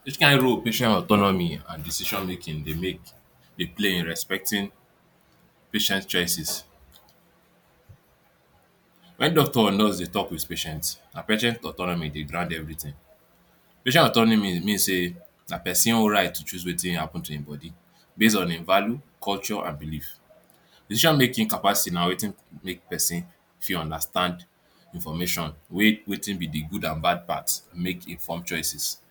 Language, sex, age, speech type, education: Nigerian Pidgin, male, 15-29, spontaneous, tertiary